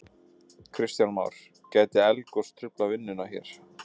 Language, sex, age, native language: Icelandic, male, 20-29, Icelandic